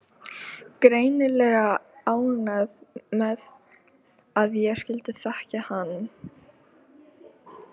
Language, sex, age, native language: Icelandic, female, 13, Icelandic